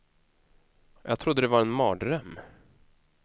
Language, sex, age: Swedish, male, 31